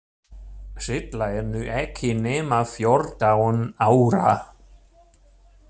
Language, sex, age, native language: Icelandic, male, 60-69, German